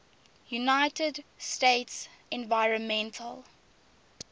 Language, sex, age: English, female, 19